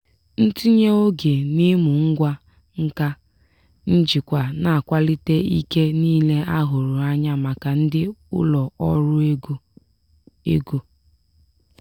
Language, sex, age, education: Igbo, female, 15-29, tertiary